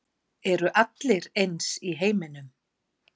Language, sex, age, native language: Icelandic, female, 40-49, Icelandic